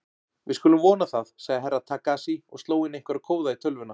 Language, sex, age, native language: Icelandic, male, 40-49, Icelandic